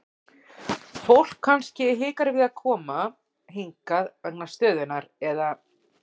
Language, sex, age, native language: Icelandic, female, 40-49, Icelandic